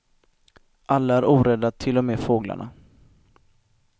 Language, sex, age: Swedish, male, 25